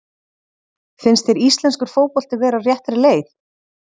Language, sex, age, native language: Icelandic, female, 30-39, Icelandic